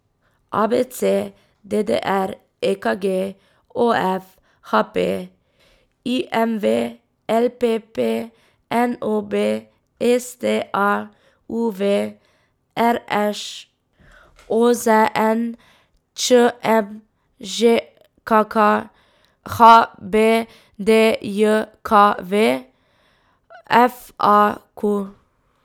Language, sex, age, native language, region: Slovenian, female, 18-29, Slovenian, Drava region